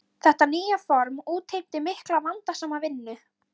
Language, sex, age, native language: Icelandic, female, 13, Icelandic